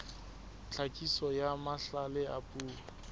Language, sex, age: Southern Sotho, male, 20